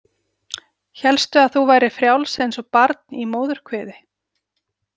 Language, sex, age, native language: Icelandic, female, 40-49, Icelandic